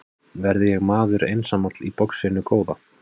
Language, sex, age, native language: Icelandic, male, 30-39, Icelandic